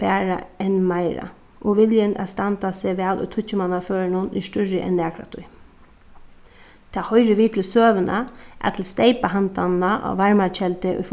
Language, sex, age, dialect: Faroese, female, 36-60, Suðuroy